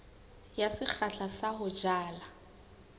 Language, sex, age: Southern Sotho, female, 18